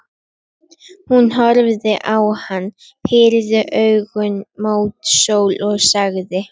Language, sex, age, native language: Icelandic, female, 11, Icelandic